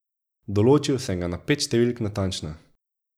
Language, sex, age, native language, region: Slovenian, male, 18-29, Slovenian, Drava region